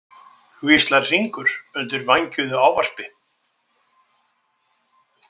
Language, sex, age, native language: Icelandic, male, 60-69, Icelandic